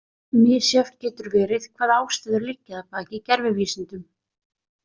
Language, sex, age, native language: Icelandic, female, 30-39, Icelandic